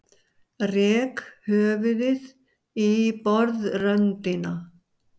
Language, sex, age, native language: Icelandic, male, 60-69, Icelandic